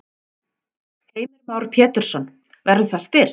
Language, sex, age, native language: Icelandic, female, 40-49, Icelandic